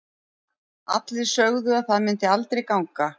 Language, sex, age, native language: Icelandic, female, 40-49, Icelandic